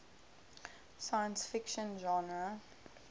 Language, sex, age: English, female, 18